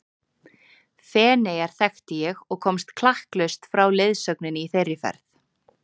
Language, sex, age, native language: Icelandic, female, 30-39, Icelandic